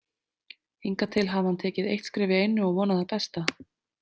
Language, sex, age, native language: Icelandic, female, 30-39, Icelandic